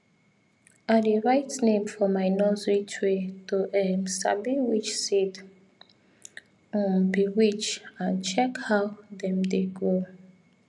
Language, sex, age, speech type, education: Nigerian Pidgin, female, 30-45, spontaneous, tertiary